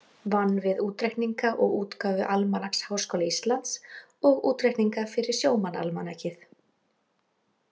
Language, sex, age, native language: Icelandic, female, 40-49, Icelandic